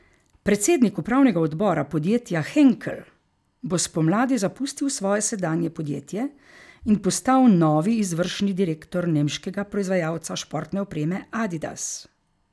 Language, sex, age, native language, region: Slovenian, female, 50-59, Slovenian, Carinthia region